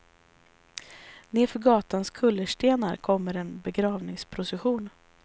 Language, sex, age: Swedish, female, 34